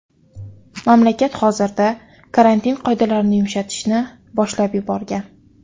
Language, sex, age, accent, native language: Uzbek, female, 18-24, Toshkent viloyati, Uzbek